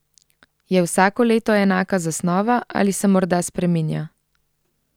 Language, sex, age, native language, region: Slovenian, female, 30-49, Slovenian, Central Slovenia